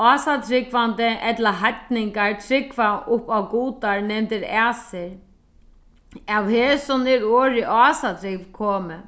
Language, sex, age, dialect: Faroese, female, 36-60, Sandoy